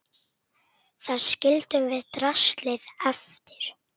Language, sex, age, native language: Icelandic, male, 8, Icelandic